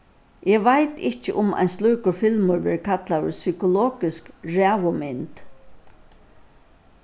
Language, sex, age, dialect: Faroese, female, 61+, Suðurstreymoy